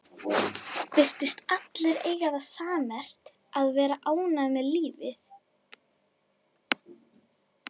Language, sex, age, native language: Icelandic, female, 11, Icelandic